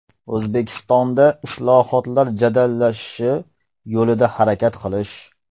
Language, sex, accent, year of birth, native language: Uzbek, male, Farg'ona, 1995, Uzbek